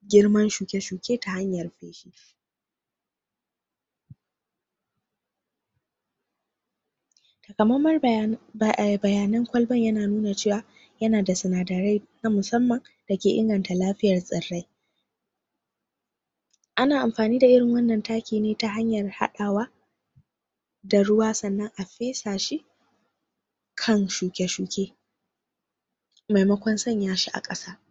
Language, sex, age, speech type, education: Hausa, female, 46-60, spontaneous, tertiary